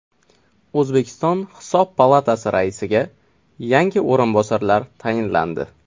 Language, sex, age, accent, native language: Uzbek, male, 25-34, Toshkent shahri, Uzbek